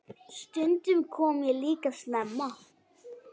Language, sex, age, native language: Icelandic, female, 9, Icelandic